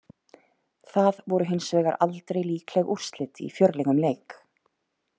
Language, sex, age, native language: Icelandic, female, 30-39, Icelandic